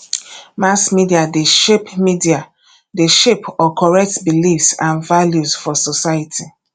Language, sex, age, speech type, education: Nigerian Pidgin, female, 30-45, spontaneous, tertiary